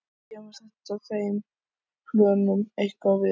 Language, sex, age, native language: Icelandic, male, 14, Icelandic